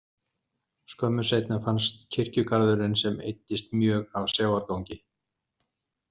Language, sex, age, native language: Icelandic, male, 60-69, Icelandic